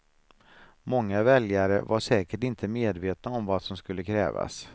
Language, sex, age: Swedish, male, 49